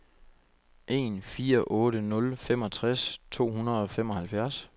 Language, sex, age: Danish, male, 25